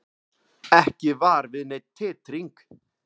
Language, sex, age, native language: Icelandic, male, 30-39, Icelandic